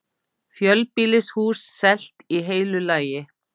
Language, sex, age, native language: Icelandic, female, 50-59, Icelandic